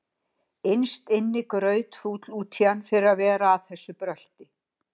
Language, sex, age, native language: Icelandic, female, 60-69, Icelandic